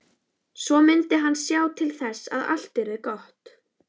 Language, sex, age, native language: Icelandic, female, 11, Icelandic